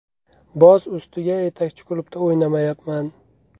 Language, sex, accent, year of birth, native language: Uzbek, male, Andijon, 1994, Uzbek